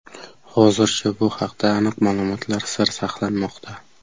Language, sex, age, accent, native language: Uzbek, male, 12-17, Qashqadaryo, Uzbek